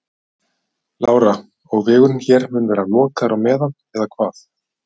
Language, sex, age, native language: Icelandic, male, 50-59, Icelandic